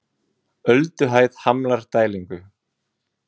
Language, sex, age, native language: Icelandic, male, 20-29, Icelandic